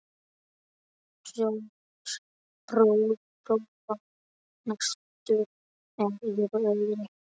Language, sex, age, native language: Icelandic, male, 12, Icelandic